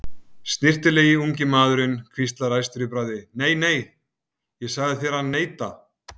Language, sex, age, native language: Icelandic, male, 50-59, Icelandic